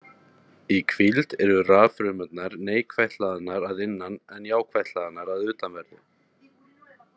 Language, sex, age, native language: Icelandic, male, 30-39, Icelandic